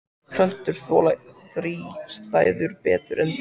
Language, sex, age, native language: Icelandic, male, 14, Icelandic